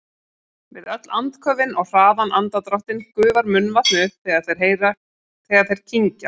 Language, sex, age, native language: Icelandic, female, 40-49, Icelandic